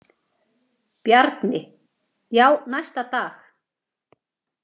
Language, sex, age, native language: Icelandic, female, 40-49, Icelandic